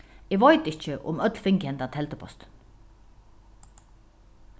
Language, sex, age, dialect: Faroese, female, 36-60, Norðuroyggjar